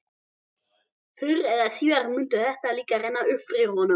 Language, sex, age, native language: Icelandic, male, 12, Icelandic